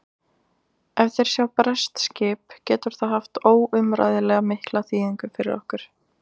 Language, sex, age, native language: Icelandic, female, 20-29, Icelandic